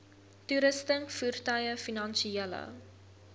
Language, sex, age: Afrikaans, female, 22